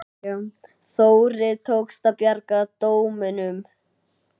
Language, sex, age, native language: Icelandic, male, 9, Icelandic